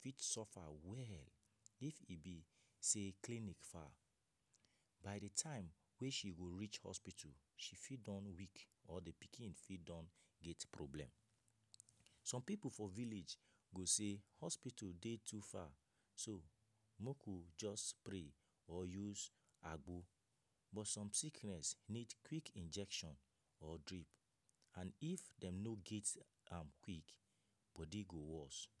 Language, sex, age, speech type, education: Nigerian Pidgin, male, 15-29, spontaneous, tertiary